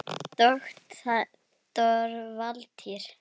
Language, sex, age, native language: Icelandic, female, 9, Icelandic